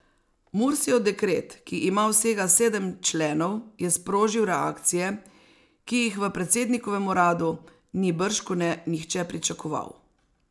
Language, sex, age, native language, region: Slovenian, female, 60+, Slovenian, Savinja region